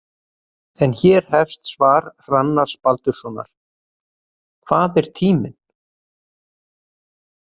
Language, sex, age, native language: Icelandic, male, 30-39, Icelandic